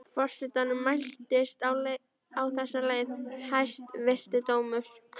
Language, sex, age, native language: Icelandic, female, 13, Icelandic